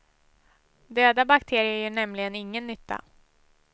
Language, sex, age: Swedish, female, 18